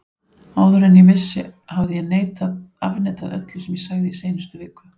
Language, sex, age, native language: Icelandic, female, 40-49, Icelandic